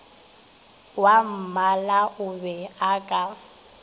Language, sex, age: Northern Sotho, female, 23